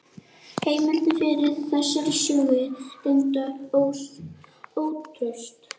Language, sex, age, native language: Icelandic, female, 18-19, Icelandic